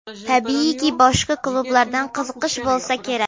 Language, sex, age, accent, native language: Uzbek, female, 12-17, Andijon, Uzbek